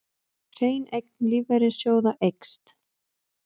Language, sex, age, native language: Icelandic, female, 20-29, Icelandic